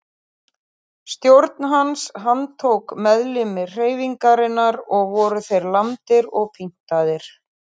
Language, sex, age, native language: Icelandic, female, 30-39, Icelandic